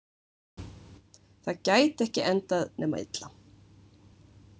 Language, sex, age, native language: Icelandic, female, 20-29, Icelandic